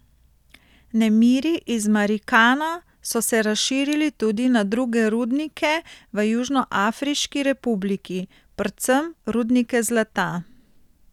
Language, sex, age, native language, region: Slovenian, female, 30-49, Slovenian, Central Slovenia